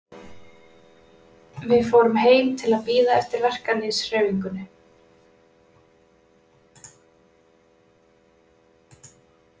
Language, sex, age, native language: Icelandic, female, 20-29, Icelandic